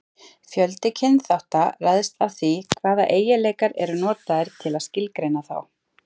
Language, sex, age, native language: Icelandic, female, 30-39, Icelandic